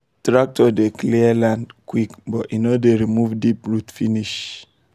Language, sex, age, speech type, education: Nigerian Pidgin, male, 15-29, spontaneous, tertiary